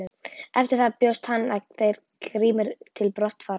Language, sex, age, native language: Icelandic, female, 11, Icelandic